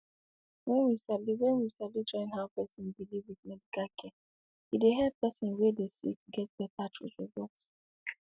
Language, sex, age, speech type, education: Nigerian Pidgin, female, 15-29, spontaneous, tertiary